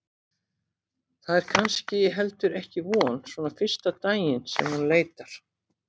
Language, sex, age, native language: Icelandic, female, 50-59, Icelandic